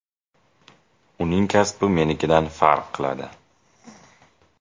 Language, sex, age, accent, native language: Uzbek, male, 18-24, Jizzax, Uzbek